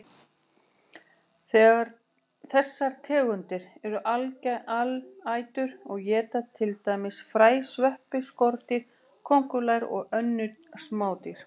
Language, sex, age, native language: Icelandic, female, 40-49, Icelandic